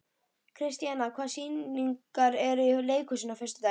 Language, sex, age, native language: Icelandic, female, 12, Icelandic